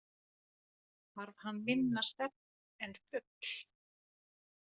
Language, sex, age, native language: Icelandic, female, 40-49, Finnish